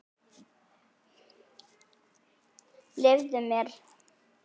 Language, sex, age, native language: Icelandic, female, 8, Icelandic